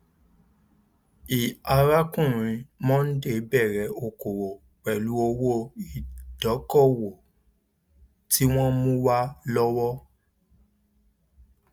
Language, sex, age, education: Yoruba, male, 15-29, tertiary